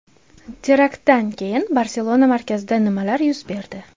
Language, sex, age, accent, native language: Uzbek, female, 25-34, Toshkent viloyati, Uzbek